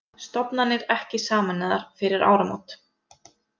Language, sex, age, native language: Icelandic, female, 30-39, Icelandic